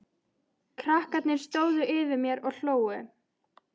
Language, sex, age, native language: Icelandic, female, 13, Icelandic